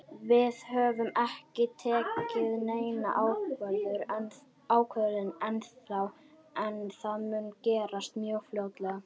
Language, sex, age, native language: Icelandic, female, 21, Icelandic